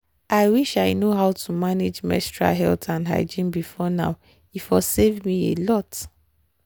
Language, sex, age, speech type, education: Nigerian Pidgin, female, 30-45, spontaneous, tertiary